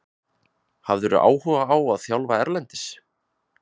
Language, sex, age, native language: Icelandic, male, 20-29, Icelandic